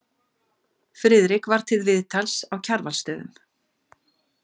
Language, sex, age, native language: Icelandic, female, 50-59, Icelandic